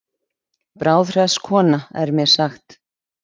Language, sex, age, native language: Icelandic, female, 20-29, Icelandic